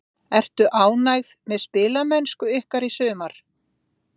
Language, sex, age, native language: Icelandic, female, 50-59, Icelandic